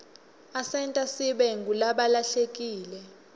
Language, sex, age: Swati, female, 21